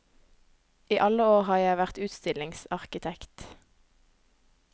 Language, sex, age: Norwegian, female, 18